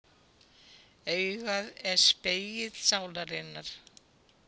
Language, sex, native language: Icelandic, female, Icelandic